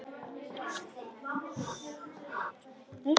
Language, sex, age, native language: Icelandic, male, 10, Icelandic